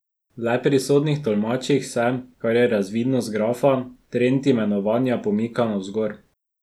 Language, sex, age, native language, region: Slovenian, male, 12-17, Slovenian, Drava region